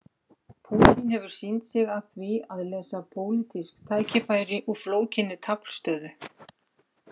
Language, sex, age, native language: Icelandic, female, 50-59, Icelandic